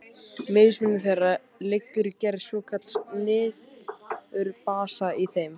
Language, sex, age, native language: Icelandic, male, 18-19, Icelandic